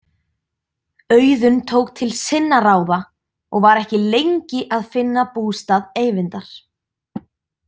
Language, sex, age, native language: Icelandic, female, 20-29, Icelandic